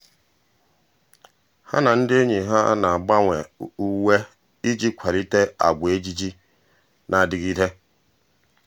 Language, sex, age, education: Igbo, male, 46-60, tertiary